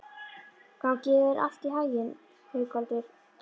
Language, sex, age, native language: Icelandic, female, 11, Icelandic